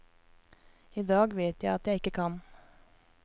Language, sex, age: Norwegian, female, 24